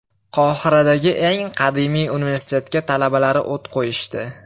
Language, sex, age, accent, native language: Uzbek, male, 18-24, Farg'ona, Uzbek